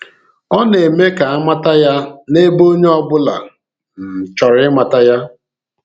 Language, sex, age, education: Igbo, male, 46-60, tertiary